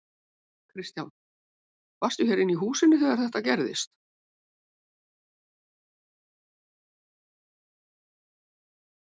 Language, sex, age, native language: Icelandic, female, 70-79, Icelandic